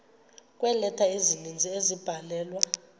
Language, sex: Xhosa, female